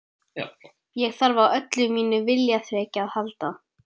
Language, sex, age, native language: Icelandic, male, 12, Icelandic